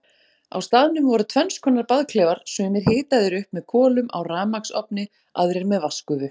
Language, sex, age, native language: Icelandic, female, 40-49, Icelandic